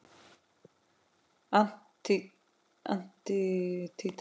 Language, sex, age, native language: Icelandic, female, 10, Icelandic